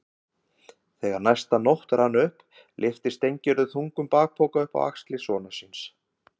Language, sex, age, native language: Icelandic, male, 50-59, Icelandic